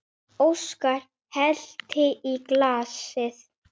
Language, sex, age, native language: Icelandic, male, 9, Icelandic